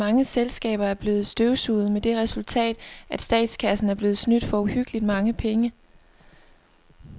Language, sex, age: Danish, female, 25